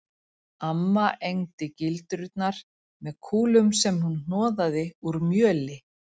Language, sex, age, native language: Icelandic, female, 40-49, Icelandic